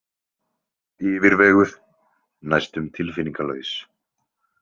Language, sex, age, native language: Icelandic, male, 20-29, Icelandic